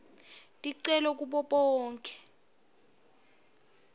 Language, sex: Swati, female